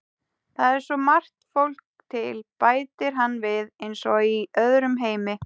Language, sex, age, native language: Icelandic, female, 18-19, Icelandic